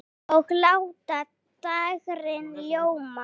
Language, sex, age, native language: Icelandic, female, 8, Icelandic